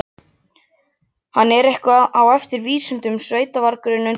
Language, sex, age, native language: Icelandic, other, 12, Icelandic